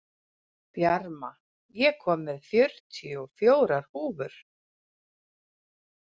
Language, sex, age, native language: Icelandic, female, 40-49, Icelandic